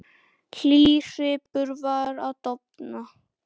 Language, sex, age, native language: Icelandic, male, 10, Icelandic